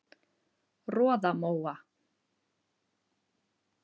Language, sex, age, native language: Icelandic, female, 30-39, Icelandic